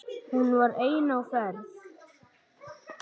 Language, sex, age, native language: Icelandic, male, 10, Icelandic